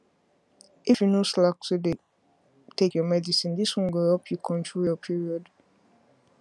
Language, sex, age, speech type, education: Nigerian Pidgin, female, 15-29, spontaneous, tertiary